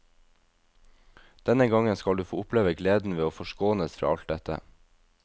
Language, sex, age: Norwegian, male, 22